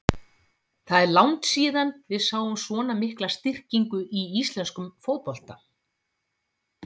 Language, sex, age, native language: Icelandic, female, 50-59, Icelandic